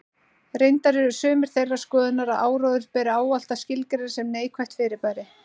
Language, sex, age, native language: Icelandic, female, 30-39, Icelandic